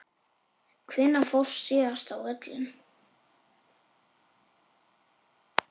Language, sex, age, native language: Icelandic, male, 8, Icelandic